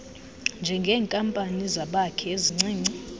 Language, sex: Xhosa, female